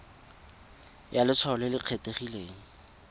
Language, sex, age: Tswana, male, 22